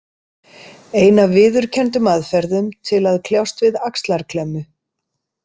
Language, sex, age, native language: Icelandic, female, 50-59, Icelandic